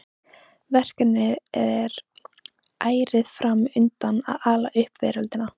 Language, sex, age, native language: Icelandic, female, 15, Icelandic